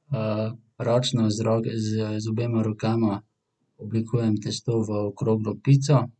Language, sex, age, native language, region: Slovenian, male, 18-29, Slovenian, Central Slovenia